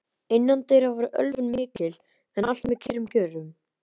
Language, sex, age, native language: Icelandic, male, 11, Icelandic